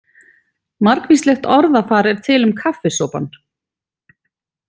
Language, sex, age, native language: Icelandic, female, 40-49, Icelandic